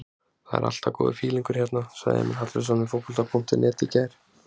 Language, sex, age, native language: Icelandic, male, 20-29, Icelandic